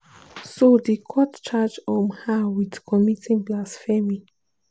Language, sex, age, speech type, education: Nigerian Pidgin, female, 15-29, spontaneous, tertiary